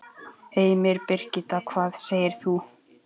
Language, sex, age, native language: Icelandic, male, 11, Icelandic